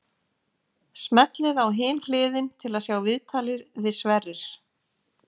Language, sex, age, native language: Icelandic, female, 50-59, Icelandic